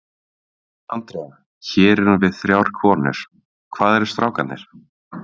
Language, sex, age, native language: Icelandic, male, 18-19, Icelandic